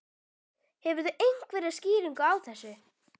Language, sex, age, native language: Icelandic, female, 12, Icelandic